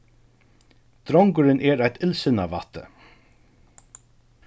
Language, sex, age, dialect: Faroese, male, 36-60, Suðurstreymoy